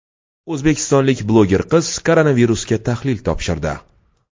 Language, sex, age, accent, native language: Uzbek, male, 25-34, Toshkent shahri, Uzbek